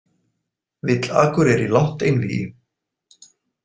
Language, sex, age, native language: Icelandic, male, 40-49, Icelandic